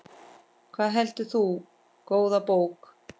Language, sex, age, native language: Icelandic, female, 10, Icelandic